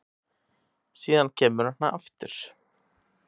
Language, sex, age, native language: Icelandic, male, 18-19, Icelandic